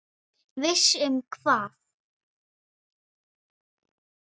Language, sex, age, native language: Icelandic, male, 8, Icelandic